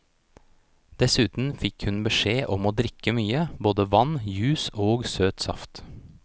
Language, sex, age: Norwegian, male, 29